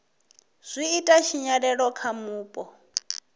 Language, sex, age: Venda, female, 21